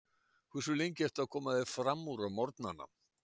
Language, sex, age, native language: Icelandic, male, 60-69, Icelandic